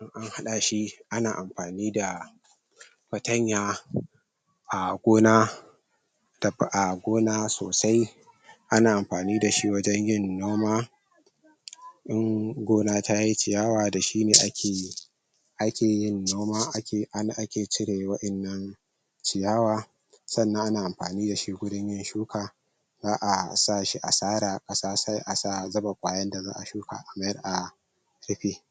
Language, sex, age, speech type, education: Hausa, male, 60+, spontaneous, tertiary